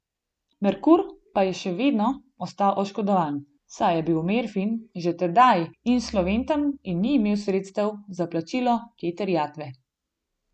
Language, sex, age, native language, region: Slovenian, female, 18-29, Slovenian, Gorenjska region